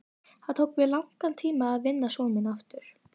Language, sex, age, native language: Icelandic, female, 12, Icelandic